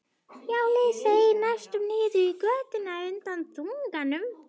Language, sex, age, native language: Icelandic, female, 11, Icelandic